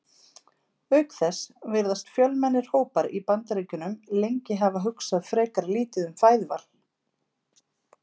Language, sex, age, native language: Icelandic, female, 50-59, Icelandic